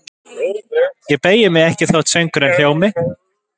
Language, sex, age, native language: Icelandic, male, 20-29, Icelandic